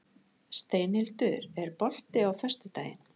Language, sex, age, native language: Icelandic, female, 60-69, Icelandic